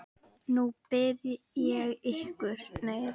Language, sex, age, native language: Icelandic, female, 10, Icelandic